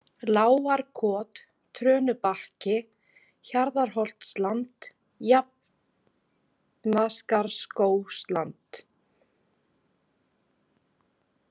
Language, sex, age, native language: Icelandic, female, 30-39, Icelandic